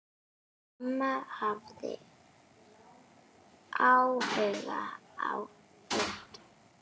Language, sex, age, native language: Icelandic, female, 9, Icelandic